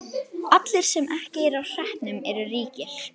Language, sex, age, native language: Icelandic, female, 11, Icelandic